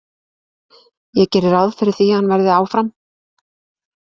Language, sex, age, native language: Icelandic, female, 20-29, Icelandic